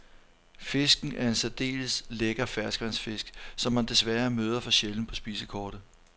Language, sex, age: Danish, male, 43